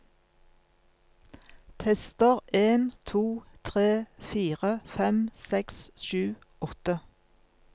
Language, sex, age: Norwegian, female, 47